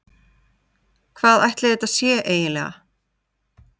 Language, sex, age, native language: Icelandic, female, 30-39, Icelandic